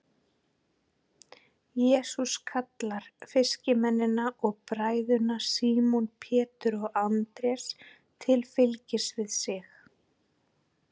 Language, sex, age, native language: Icelandic, female, 40-49, Icelandic